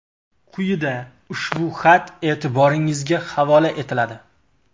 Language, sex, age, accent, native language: Uzbek, male, 25-34, Qashqadaryo, Uzbek